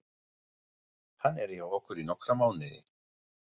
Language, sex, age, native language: Icelandic, male, 40-49, German